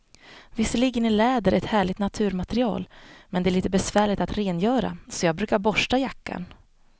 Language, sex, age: Swedish, female, 25